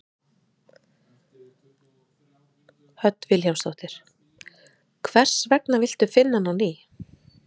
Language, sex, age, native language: Icelandic, female, 30-39, Icelandic